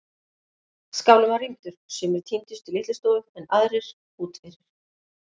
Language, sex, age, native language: Icelandic, female, 50-59, Icelandic